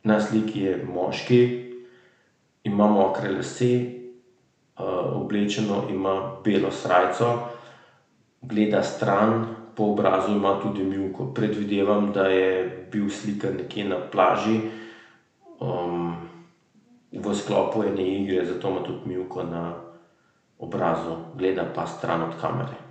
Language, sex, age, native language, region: Slovenian, male, 30-49, Slovenian, Central Slovenia